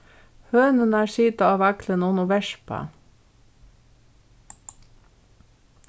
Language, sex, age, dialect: Faroese, female, 36-60, Norðurstreymoy/Eysturoy